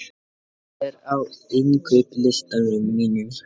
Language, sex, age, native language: Icelandic, male, 14, Icelandic